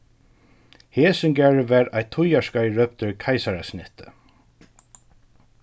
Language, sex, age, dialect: Faroese, male, 36-60, Suðurstreymoy